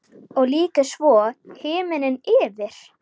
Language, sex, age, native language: Icelandic, female, 10, Icelandic